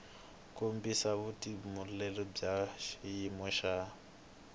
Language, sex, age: Tsonga, male, 22